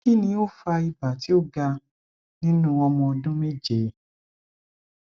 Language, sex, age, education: Yoruba, male, 15-29, tertiary